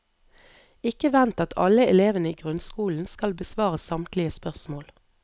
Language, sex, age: Norwegian, female, 38